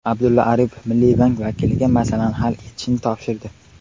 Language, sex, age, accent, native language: Uzbek, male, 18-24, Qashqadaryo, Uzbek